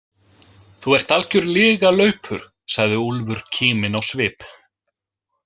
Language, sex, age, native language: Icelandic, male, 20-29, Icelandic